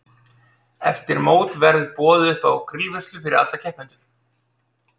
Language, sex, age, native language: Icelandic, male, 30-39, Icelandic